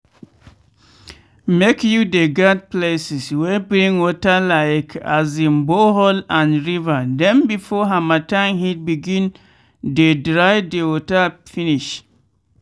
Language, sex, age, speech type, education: Nigerian Pidgin, male, 15-29, spontaneous, tertiary